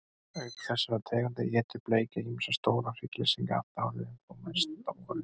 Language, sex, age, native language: Icelandic, male, 30-39, Icelandic